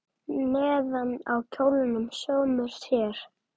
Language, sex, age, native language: Icelandic, male, 9, Icelandic